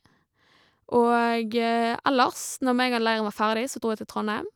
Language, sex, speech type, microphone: Norwegian, female, spontaneous, Shure